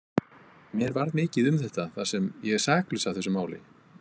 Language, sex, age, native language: Icelandic, male, 50-59, Icelandic